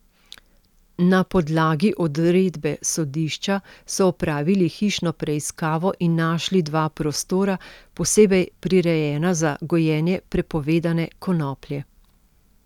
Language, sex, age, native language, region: Slovenian, female, 50-59, Slovenian, Central Slovenia